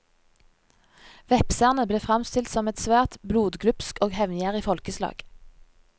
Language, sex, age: Norwegian, female, 30